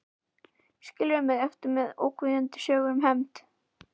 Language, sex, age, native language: Icelandic, female, 11, Icelandic